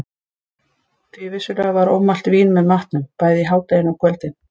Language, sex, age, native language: Icelandic, female, 50-59, Icelandic